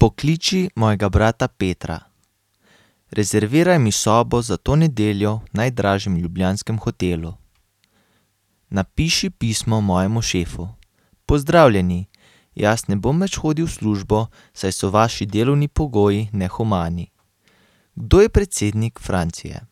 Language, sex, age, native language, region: Slovenian, male, 18-29, Slovenian, Carinthia region